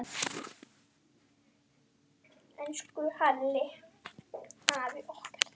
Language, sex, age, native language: Icelandic, female, 10, Icelandic